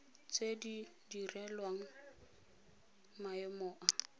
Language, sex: Tswana, female